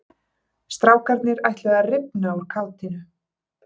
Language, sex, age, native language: Icelandic, female, 30-39, Icelandic